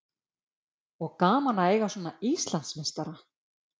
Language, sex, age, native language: Icelandic, female, 50-59, Icelandic